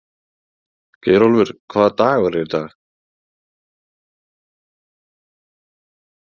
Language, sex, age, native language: Icelandic, male, 30-39, Icelandic